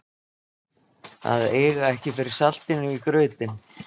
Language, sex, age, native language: Icelandic, male, 20-29, Icelandic